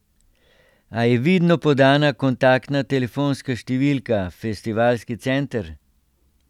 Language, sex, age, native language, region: Slovenian, male, 60+, Slovenian, Central Slovenia